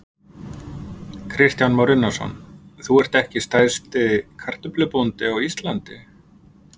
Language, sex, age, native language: Icelandic, male, 50-59, Icelandic